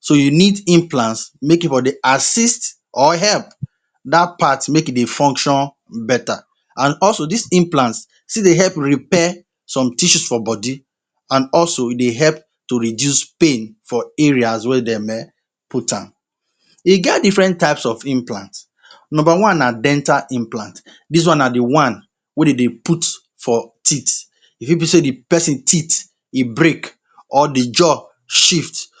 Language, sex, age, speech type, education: Nigerian Pidgin, male, 30-45, spontaneous, tertiary